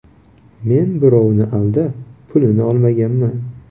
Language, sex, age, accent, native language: Uzbek, male, 18-24, Toshkent viloyati, Uzbek